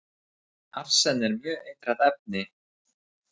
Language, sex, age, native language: Icelandic, male, 30-39, Icelandic